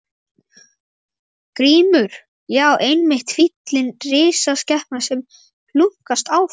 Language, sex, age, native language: Icelandic, female, 11, Icelandic